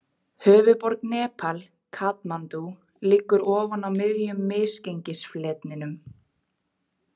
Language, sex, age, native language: Icelandic, female, 20-29, Icelandic